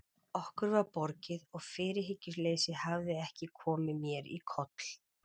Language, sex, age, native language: Icelandic, female, 40-49, Icelandic